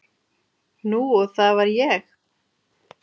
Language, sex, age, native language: Icelandic, female, 30-39, Icelandic